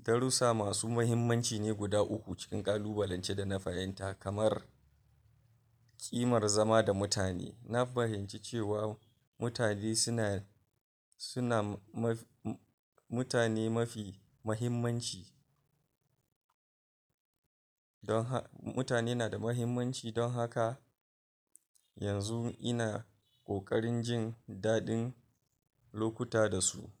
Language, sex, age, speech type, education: Hausa, male, 46-60, spontaneous, tertiary